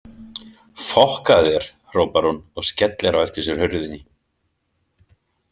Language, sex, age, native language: Icelandic, male, 50-59, Icelandic